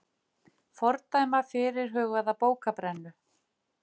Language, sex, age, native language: Icelandic, female, 50-59, Icelandic